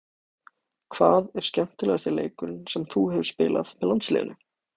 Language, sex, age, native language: Icelandic, male, 18-19, Icelandic